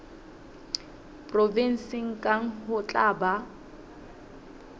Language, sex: Southern Sotho, female